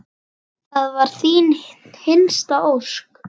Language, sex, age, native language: Icelandic, female, 10, Icelandic